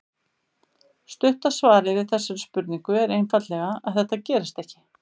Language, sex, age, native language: Icelandic, female, 50-59, Icelandic